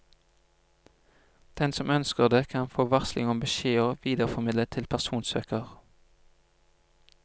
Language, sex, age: Norwegian, male, 25